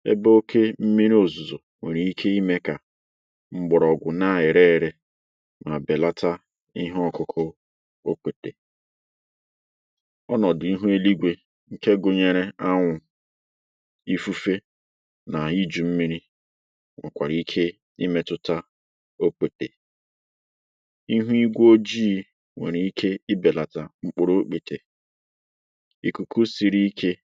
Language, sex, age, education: Igbo, male, 30-45, tertiary